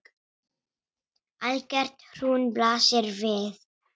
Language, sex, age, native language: Icelandic, female, 10, Icelandic